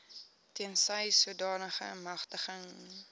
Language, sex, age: Afrikaans, female, 18